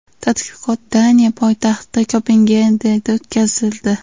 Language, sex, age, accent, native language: Uzbek, female, 18-24, Andijon, Uzbek